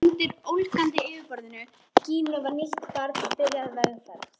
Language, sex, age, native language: Icelandic, female, 13, Icelandic